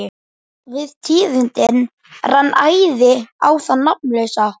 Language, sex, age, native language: Icelandic, male, 11, Icelandic